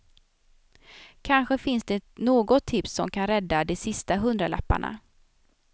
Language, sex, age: Swedish, female, 27